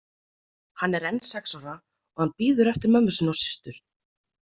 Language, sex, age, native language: Icelandic, female, 30-39, Icelandic